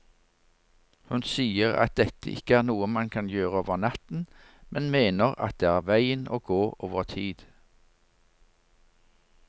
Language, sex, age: Norwegian, male, 59